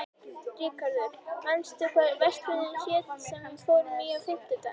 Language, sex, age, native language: Icelandic, female, 11, Icelandic